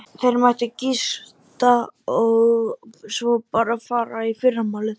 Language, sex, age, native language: Icelandic, male, 12, Icelandic